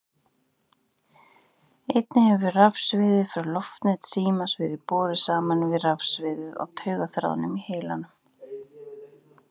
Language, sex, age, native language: Icelandic, female, 30-39, Icelandic